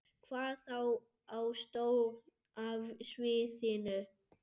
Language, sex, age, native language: Icelandic, male, 7, Icelandic